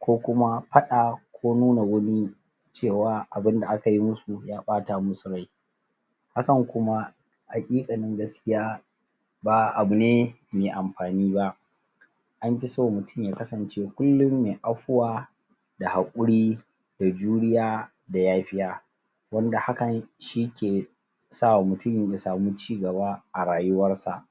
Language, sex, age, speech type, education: Hausa, male, 30-45, spontaneous, tertiary